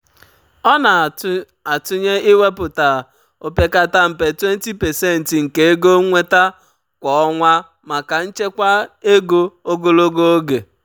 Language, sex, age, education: Igbo, male, 30-45, tertiary